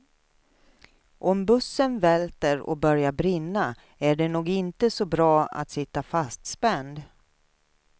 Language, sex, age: Swedish, female, 53